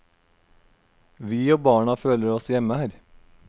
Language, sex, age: Norwegian, male, 32